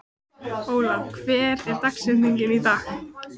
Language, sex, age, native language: Icelandic, female, 14, Icelandic